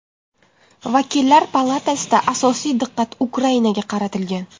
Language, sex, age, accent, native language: Uzbek, female, 18-24, Farg'ona, Uzbek